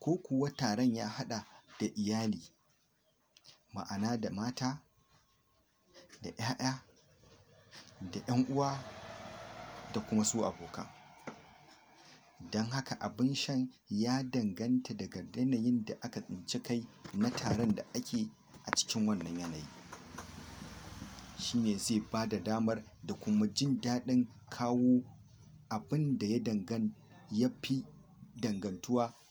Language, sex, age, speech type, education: Hausa, male, 46-60, spontaneous, tertiary